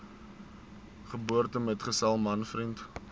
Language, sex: Afrikaans, male